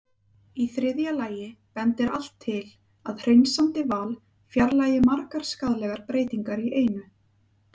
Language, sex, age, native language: Icelandic, female, 30-39, Icelandic